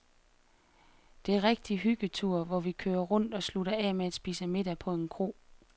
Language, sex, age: Danish, female, 33